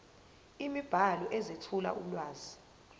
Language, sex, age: Zulu, female, 22